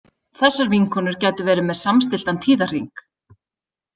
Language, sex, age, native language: Icelandic, female, 30-39, Icelandic